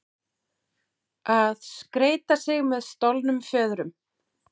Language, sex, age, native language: Icelandic, female, 40-49, Icelandic